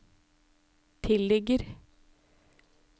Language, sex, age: Norwegian, female, 37